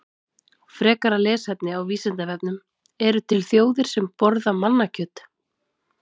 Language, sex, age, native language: Icelandic, female, 30-39, Icelandic